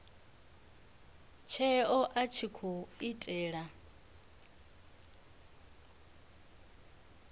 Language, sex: Venda, female